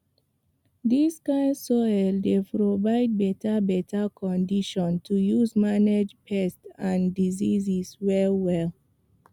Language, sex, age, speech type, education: Nigerian Pidgin, female, 15-29, spontaneous, tertiary